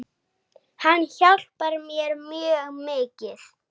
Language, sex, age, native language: Icelandic, male, 8, Icelandic